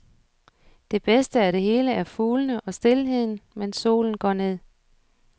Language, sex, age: Danish, female, 47